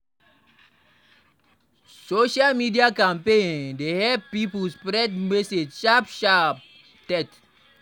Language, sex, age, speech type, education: Nigerian Pidgin, male, 46-60, read, primary